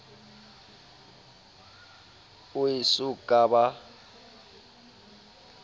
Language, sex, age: Southern Sotho, male, 30